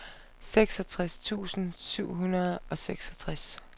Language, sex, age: Danish, female, 25